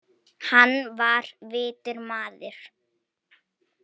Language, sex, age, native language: Icelandic, female, 18-19, Polish